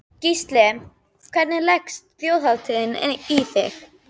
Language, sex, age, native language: Icelandic, female, 12, Icelandic